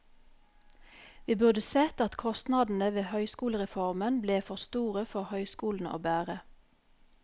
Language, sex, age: Norwegian, female, 44